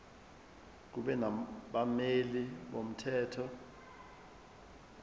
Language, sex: Zulu, male